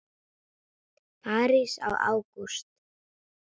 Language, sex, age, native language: Icelandic, female, 9, Icelandic